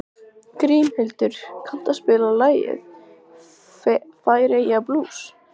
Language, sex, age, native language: Icelandic, female, 14, Icelandic